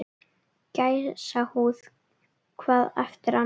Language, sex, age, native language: Icelandic, female, 10, Icelandic